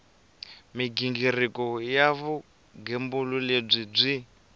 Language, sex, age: Tsonga, male, 23